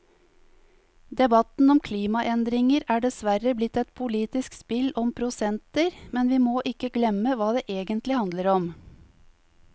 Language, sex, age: Norwegian, female, 50